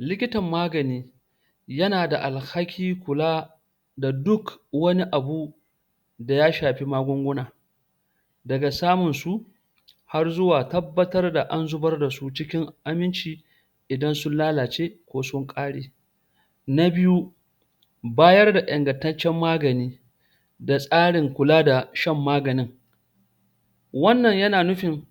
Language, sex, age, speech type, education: Hausa, male, 46-60, spontaneous, tertiary